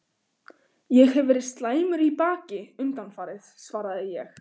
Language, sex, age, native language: Icelandic, female, 15, Icelandic